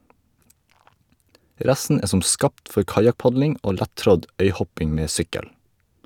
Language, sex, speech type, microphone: Norwegian, male, read, Shure